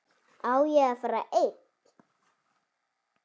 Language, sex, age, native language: Icelandic, female, 7, Icelandic